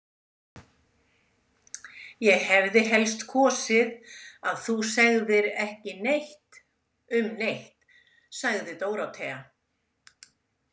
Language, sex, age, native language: Icelandic, female, 70-79, Icelandic